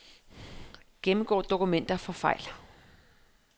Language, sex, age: Danish, female, 31